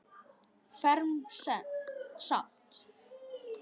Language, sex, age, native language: Icelandic, male, 10, Icelandic